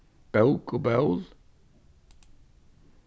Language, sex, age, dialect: Faroese, male, 61+, Vágar